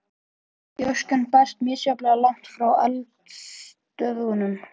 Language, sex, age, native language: Icelandic, male, 14, Icelandic